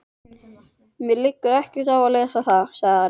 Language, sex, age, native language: Icelandic, female, 13, Icelandic